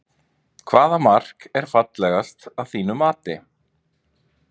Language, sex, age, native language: Icelandic, male, 30-39, Icelandic